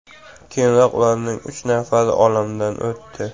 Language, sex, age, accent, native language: Uzbek, male, 18-24, Jizzax, Uzbek